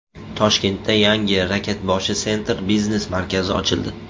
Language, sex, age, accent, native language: Uzbek, male, 18-24, Qashqadaryo, Uzbek